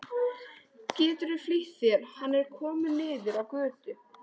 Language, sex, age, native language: Icelandic, female, 13, Icelandic